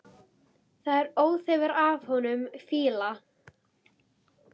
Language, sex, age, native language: Icelandic, female, 11, Icelandic